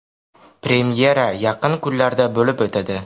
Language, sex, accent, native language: Uzbek, male, Samarqand, Uzbek